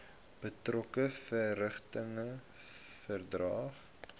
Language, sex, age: Afrikaans, male, 18